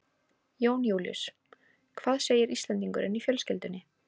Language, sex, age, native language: Icelandic, female, 18-19, Icelandic